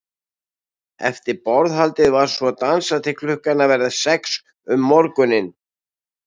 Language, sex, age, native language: Icelandic, male, 60-69, Icelandic